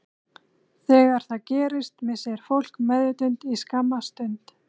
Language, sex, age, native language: Icelandic, female, 30-39, Icelandic